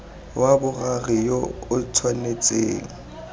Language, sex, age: Tswana, male, 23